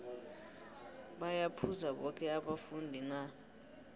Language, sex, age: South Ndebele, female, 23